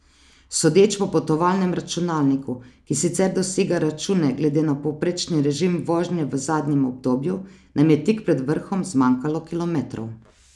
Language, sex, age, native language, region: Slovenian, female, 30-49, Slovenian, Savinja region